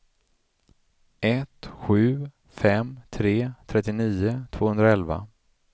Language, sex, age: Swedish, male, 35